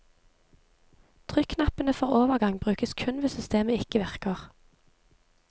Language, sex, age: Norwegian, female, 23